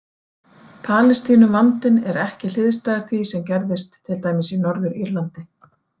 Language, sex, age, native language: Icelandic, female, 40-49, Icelandic